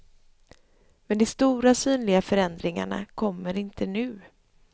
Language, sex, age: Swedish, female, 26